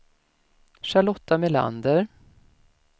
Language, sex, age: Swedish, female, 56